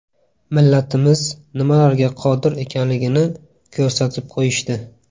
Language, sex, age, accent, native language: Uzbek, male, 18-24, Buxoro, Uzbek